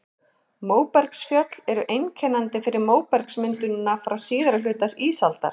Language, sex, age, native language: Icelandic, male, 11, Icelandic